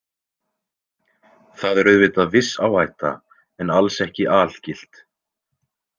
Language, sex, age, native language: Icelandic, male, 20-29, Icelandic